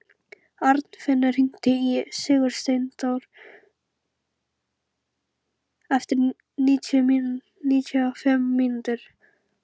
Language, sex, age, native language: Icelandic, female, 11, Icelandic